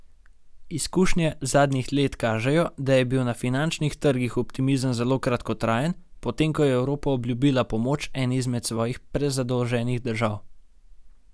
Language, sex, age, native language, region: Slovenian, male, 18-29, Slovenian, Gorenjska region